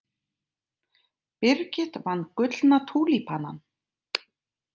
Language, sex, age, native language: Icelandic, female, 30-39, Icelandic